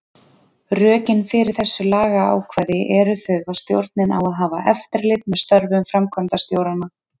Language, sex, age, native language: Icelandic, female, 30-39, Icelandic